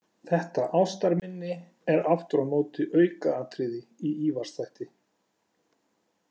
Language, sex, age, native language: Icelandic, male, 40-49, Icelandic